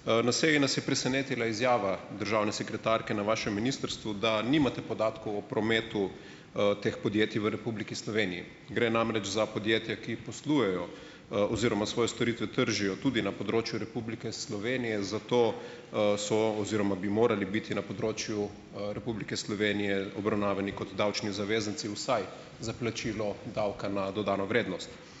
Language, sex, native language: Slovenian, male, Slovenian